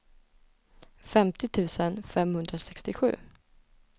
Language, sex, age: Swedish, female, 20